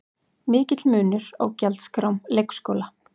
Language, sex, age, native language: Icelandic, female, 40-49, Icelandic